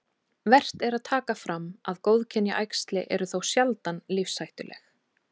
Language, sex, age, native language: Icelandic, female, 30-39, Icelandic